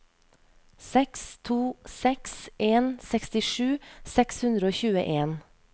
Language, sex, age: Norwegian, female, 31